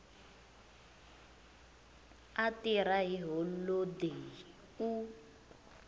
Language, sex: Tsonga, female